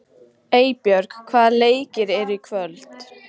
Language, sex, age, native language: Icelandic, female, 40-49, Icelandic